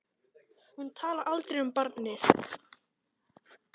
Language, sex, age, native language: Icelandic, male, 10, Icelandic